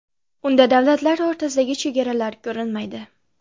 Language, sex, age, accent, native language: Uzbek, female, under 19, Xorazm, Uzbek